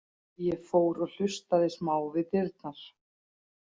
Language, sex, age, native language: Icelandic, female, 40-49, Icelandic